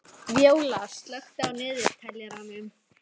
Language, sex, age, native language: Icelandic, female, 11, Icelandic